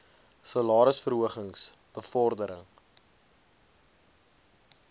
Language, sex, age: Afrikaans, male, 20